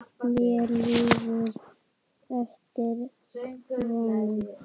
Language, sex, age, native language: Icelandic, female, 9, Icelandic